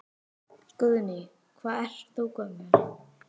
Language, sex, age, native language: Icelandic, female, 10, Icelandic